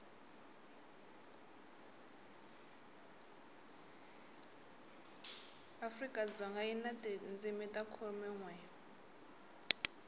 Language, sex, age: Tsonga, female, 18